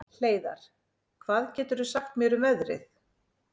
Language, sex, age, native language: Icelandic, female, 40-49, Icelandic